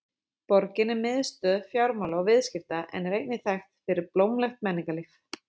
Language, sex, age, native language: Icelandic, female, 30-39, Icelandic